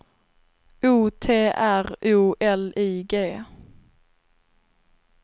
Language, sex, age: Swedish, female, 26